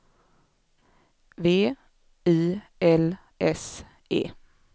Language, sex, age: Swedish, female, 24